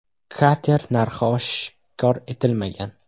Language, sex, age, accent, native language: Uzbek, male, 18-24, Farg'ona, Uzbek